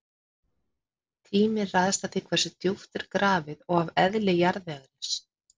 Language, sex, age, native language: Icelandic, female, 50-59, Icelandic